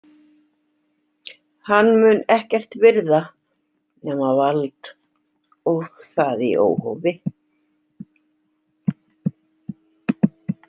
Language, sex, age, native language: Icelandic, female, 60-69, Icelandic